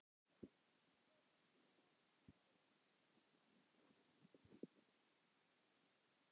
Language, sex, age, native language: Icelandic, male, 10, Icelandic